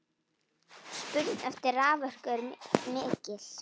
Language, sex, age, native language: Icelandic, female, 9, Icelandic